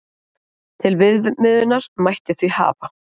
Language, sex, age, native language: Icelandic, female, 30-39, Icelandic